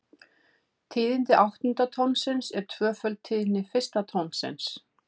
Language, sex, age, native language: Icelandic, female, 50-59, Icelandic